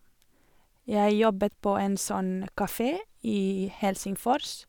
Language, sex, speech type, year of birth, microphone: Norwegian, female, spontaneous, 1987, Sennheiser